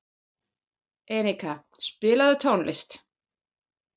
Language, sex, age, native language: Icelandic, female, 40-49, German